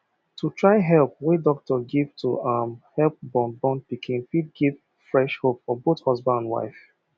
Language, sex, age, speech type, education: Nigerian Pidgin, male, 30-45, spontaneous, tertiary